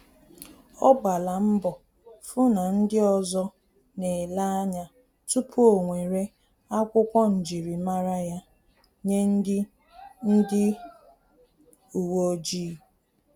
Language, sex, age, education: Igbo, female, 30-45, tertiary